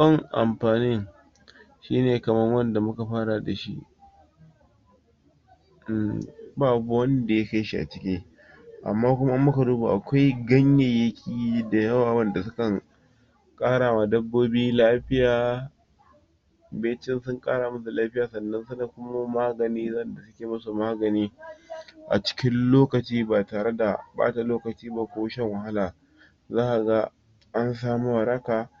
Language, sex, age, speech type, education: Hausa, male, 46-60, spontaneous, tertiary